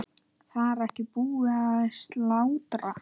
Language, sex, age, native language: Icelandic, male, 9, Icelandic